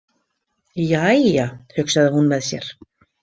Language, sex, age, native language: Icelandic, female, 50-59, Icelandic